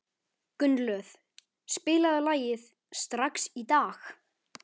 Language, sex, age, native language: Icelandic, male, 13, Icelandic